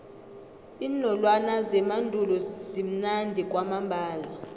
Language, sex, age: South Ndebele, female, 25